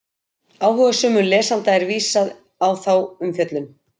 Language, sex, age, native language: Icelandic, female, 50-59, Icelandic